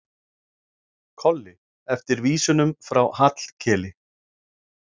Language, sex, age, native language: Icelandic, male, 40-49, Icelandic